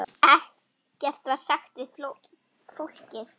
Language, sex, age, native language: Icelandic, female, 9, Icelandic